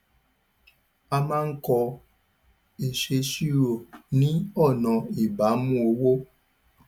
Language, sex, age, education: Yoruba, male, 15-29, tertiary